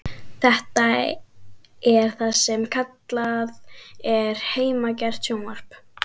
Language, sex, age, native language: Icelandic, female, 12, Icelandic